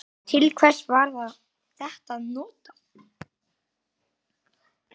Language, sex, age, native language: Icelandic, male, 9, Icelandic